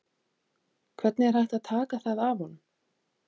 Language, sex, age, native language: Icelandic, female, 30-39, Icelandic